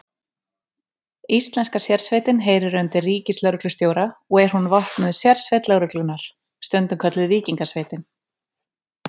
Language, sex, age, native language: Icelandic, female, 30-39, Icelandic